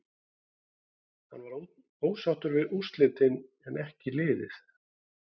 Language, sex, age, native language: Icelandic, male, 40-49, Icelandic